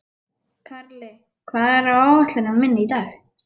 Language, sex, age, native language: Icelandic, female, 11, Icelandic